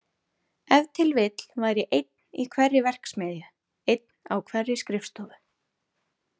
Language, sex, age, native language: Icelandic, female, 30-39, Icelandic